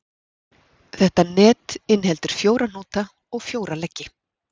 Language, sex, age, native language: Icelandic, female, 40-49, Icelandic